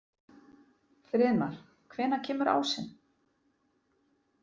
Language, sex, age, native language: Icelandic, female, 40-49, Icelandic